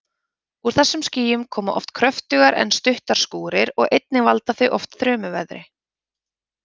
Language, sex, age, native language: Icelandic, female, 30-39, Icelandic